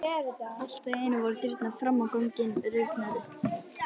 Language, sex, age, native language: Icelandic, female, 11, Icelandic